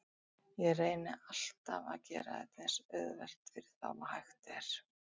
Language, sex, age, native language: Icelandic, female, 60-69, Icelandic